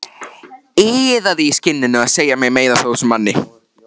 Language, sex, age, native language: Icelandic, male, 13, Icelandic